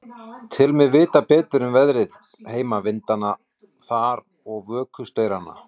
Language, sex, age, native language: Icelandic, male, 40-49, Icelandic